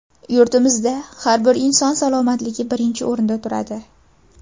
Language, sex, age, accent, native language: Uzbek, female, under 19, Farg'ona, Uzbek